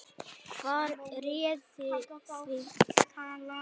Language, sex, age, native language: Icelandic, male, 9, Icelandic